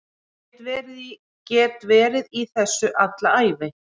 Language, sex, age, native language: Icelandic, female, 40-49, Icelandic